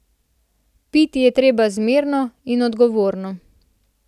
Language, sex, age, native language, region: Slovenian, female, 18-29, Slovenian, Central Slovenia